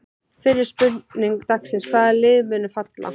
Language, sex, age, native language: Icelandic, female, 15, Icelandic